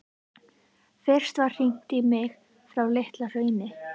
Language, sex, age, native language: Icelandic, female, 11, Icelandic